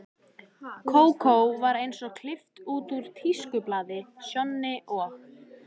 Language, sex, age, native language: Icelandic, female, 14, Icelandic